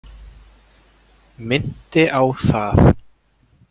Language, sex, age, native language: Icelandic, male, 20-29, Icelandic